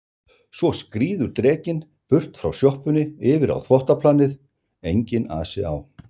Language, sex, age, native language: Icelandic, male, 60-69, Icelandic